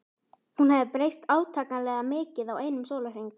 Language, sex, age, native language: Icelandic, female, 12, Icelandic